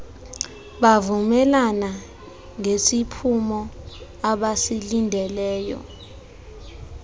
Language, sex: Xhosa, female